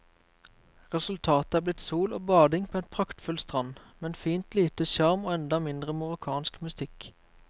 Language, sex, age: Norwegian, male, 23